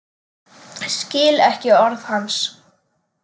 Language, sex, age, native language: Icelandic, male, 10, Icelandic